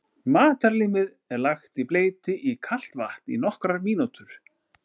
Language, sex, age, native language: Icelandic, male, 40-49, Icelandic